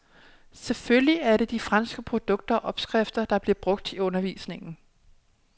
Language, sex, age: Danish, female, 27